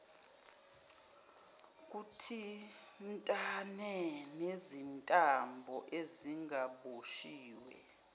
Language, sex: Zulu, female